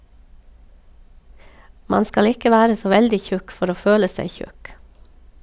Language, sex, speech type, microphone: Norwegian, female, read, Sennheiser